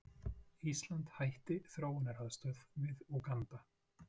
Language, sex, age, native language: Icelandic, male, 40-49, Icelandic